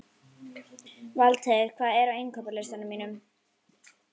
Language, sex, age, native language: Icelandic, female, 11, Icelandic